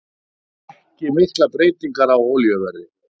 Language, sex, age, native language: Icelandic, male, 60-69, Icelandic